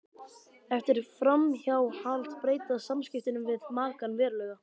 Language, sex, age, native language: Icelandic, male, 12, Icelandic